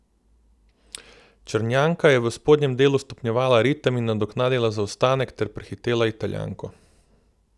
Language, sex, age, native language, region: Slovenian, male, 18-29, Slovenian, Southeast Slovenia